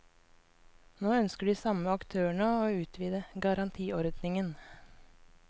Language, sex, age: Norwegian, female, 24